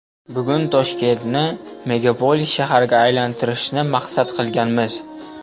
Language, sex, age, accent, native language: Uzbek, male, 12-17, Namangan, Uzbek